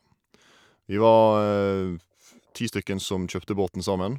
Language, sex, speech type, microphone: Norwegian, male, spontaneous, Shure